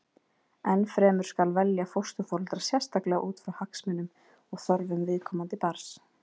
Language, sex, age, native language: Icelandic, female, 20-29, Icelandic